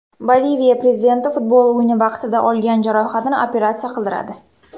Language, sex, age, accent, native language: Uzbek, female, 18-24, Surxondaryo, Uzbek